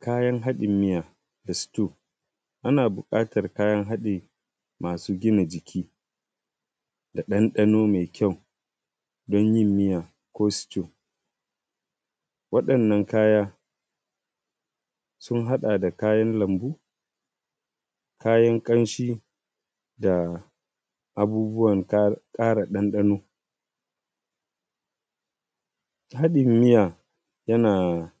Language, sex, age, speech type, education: Hausa, male, 15-29, spontaneous, primary